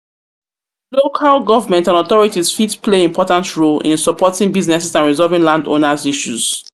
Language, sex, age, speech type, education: Nigerian Pidgin, female, 30-45, spontaneous, tertiary